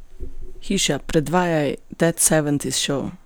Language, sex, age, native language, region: Slovenian, female, 18-29, Slovenian, Gorenjska region